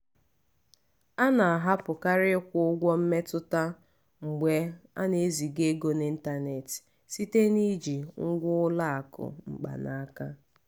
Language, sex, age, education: Igbo, female, 15-29, tertiary